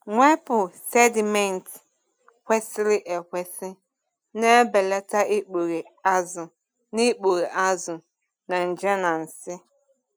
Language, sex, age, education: Igbo, female, 30-45, tertiary